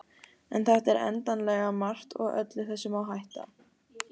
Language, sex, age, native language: Icelandic, female, 18-19, Icelandic